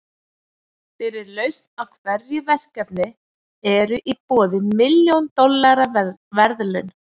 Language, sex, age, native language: Icelandic, female, 40-49, Icelandic